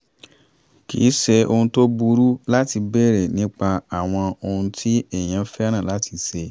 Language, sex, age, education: Yoruba, male, 30-45, tertiary